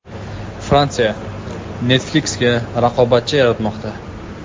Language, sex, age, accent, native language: Uzbek, male, 19-29, Andijon, Uzbek